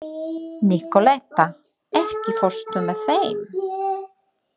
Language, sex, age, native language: Icelandic, female, 30-39, Polish